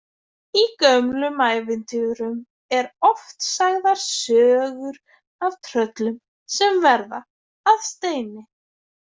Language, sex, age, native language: Icelandic, female, 20-29, Icelandic